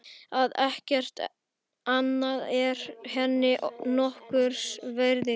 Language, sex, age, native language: Icelandic, male, 11, Icelandic